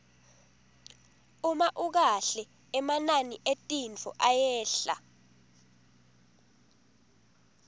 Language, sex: Swati, female